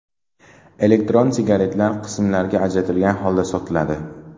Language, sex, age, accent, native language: Uzbek, male, 12-17, Namangan, Uzbek